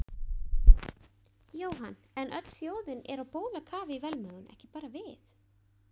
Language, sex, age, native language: Icelandic, female, 20-29, Icelandic